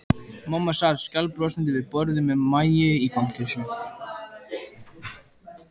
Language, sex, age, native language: Icelandic, male, 14, Icelandic